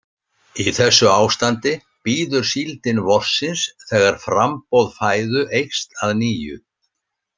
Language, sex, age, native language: Icelandic, male, 60-69, Icelandic